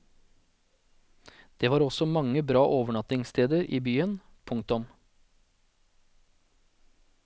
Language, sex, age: Norwegian, male, 40